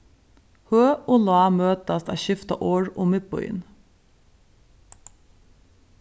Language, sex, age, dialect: Faroese, female, 36-60, Suðurstreymoy